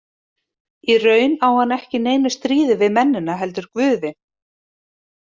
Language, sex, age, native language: Icelandic, female, 30-39, Icelandic